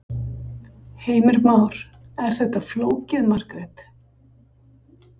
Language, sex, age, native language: Icelandic, female, 50-59, Icelandic